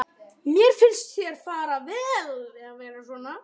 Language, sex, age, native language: Icelandic, male, 12, Icelandic